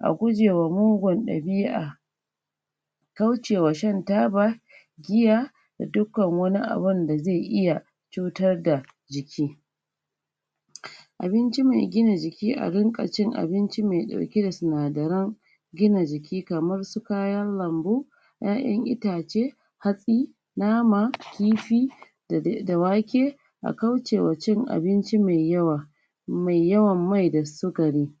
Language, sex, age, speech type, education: Hausa, female, 30-45, spontaneous, tertiary